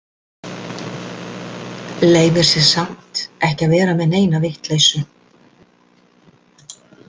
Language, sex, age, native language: Icelandic, female, 60-69, Icelandic